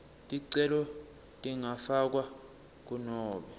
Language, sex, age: Swati, male, 19